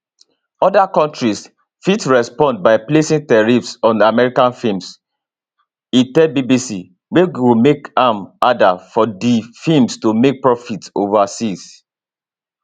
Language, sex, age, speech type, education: Nigerian Pidgin, male, 30-45, spontaneous, tertiary